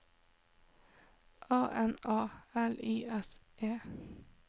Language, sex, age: Norwegian, female, 26